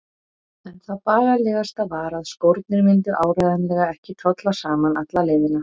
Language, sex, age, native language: Icelandic, female, 30-39, Icelandic